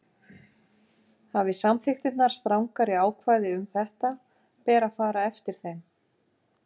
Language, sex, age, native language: Icelandic, female, 50-59, Icelandic